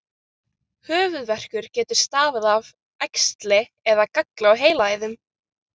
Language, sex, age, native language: Icelandic, other, 13, Icelandic